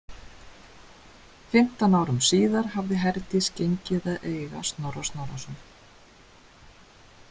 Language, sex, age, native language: Icelandic, female, 30-39, Icelandic